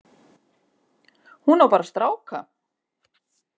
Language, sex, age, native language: Icelandic, female, 50-59, Icelandic